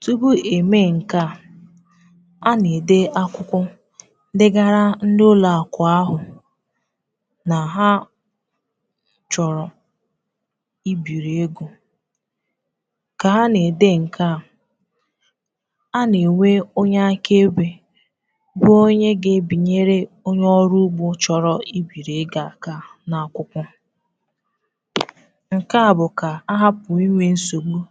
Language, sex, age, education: Igbo, female, 15-29, tertiary